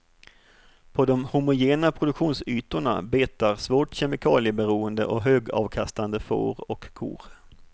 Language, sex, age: Swedish, male, 38